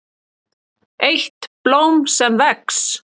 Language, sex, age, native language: Icelandic, female, 30-39, Icelandic